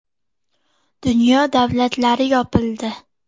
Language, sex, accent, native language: Uzbek, female, Farg'ona, Uzbek